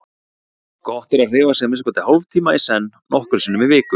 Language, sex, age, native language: Icelandic, male, 40-49, Icelandic